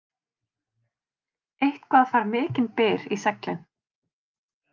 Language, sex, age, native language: Icelandic, female, 30-39, Icelandic